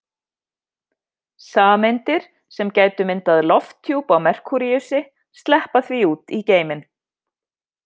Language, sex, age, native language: Icelandic, female, 50-59, Icelandic